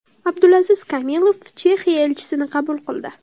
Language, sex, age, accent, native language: Uzbek, female, under 19, Toshkent shahri, Uzbek